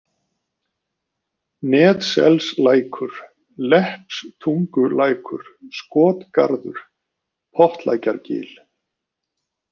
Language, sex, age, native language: Icelandic, male, 50-59, Icelandic